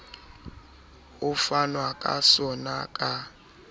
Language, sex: Southern Sotho, male